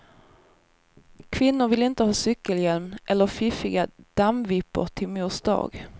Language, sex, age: Swedish, female, 24